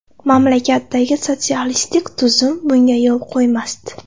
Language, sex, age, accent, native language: Uzbek, female, 18-24, Namangan, Uzbek